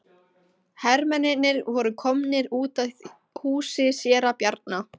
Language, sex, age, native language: Icelandic, female, 15, Icelandic